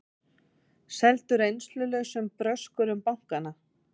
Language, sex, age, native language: Icelandic, female, 40-49, Icelandic